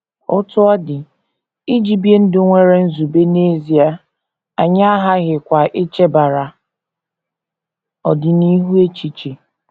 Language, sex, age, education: Igbo, female, 15-29, tertiary